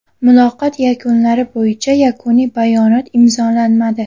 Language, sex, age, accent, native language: Uzbek, female, 18-24, Farg'ona, Uzbek